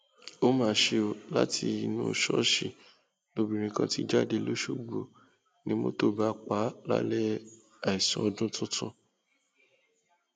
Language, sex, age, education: Yoruba, male, 15-29, tertiary